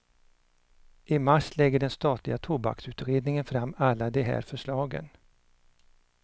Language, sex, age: Swedish, male, 59